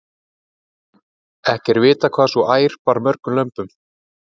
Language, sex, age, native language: Icelandic, male, 30-39, Icelandic